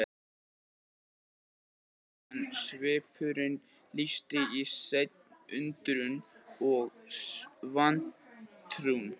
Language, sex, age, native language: Icelandic, male, 18-19, Icelandic